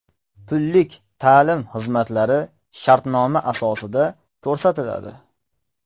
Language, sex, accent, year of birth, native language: Uzbek, male, Farg'ona, 1995, Uzbek